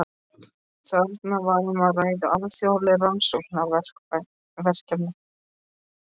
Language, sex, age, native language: Icelandic, male, 13, Icelandic